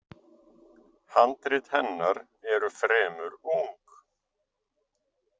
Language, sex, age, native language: Icelandic, male, 50-59, Icelandic